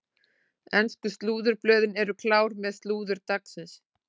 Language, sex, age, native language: Icelandic, female, 40-49, Icelandic